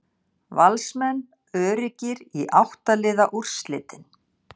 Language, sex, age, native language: Icelandic, female, 60-69, Icelandic